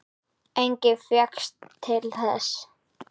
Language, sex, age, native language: Icelandic, male, 8, Icelandic